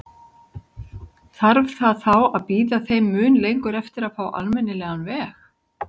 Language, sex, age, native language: Icelandic, male, 60-69, Icelandic